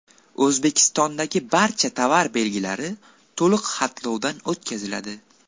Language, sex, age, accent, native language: Uzbek, male, 18-24, Buxoro, Uzbek